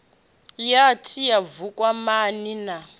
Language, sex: Venda, female